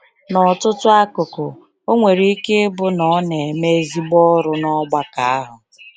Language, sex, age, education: Igbo, female, 30-45, tertiary